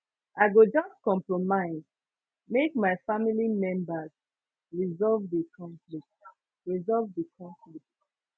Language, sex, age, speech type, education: Nigerian Pidgin, female, 15-29, spontaneous, secondary